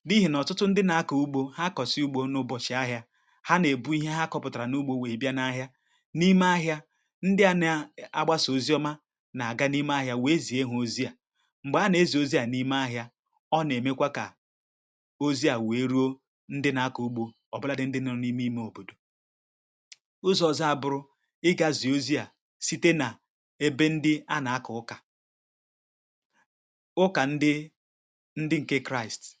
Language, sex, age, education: Igbo, male, 30-45, tertiary